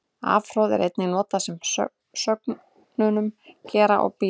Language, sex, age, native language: Icelandic, female, 30-39, Icelandic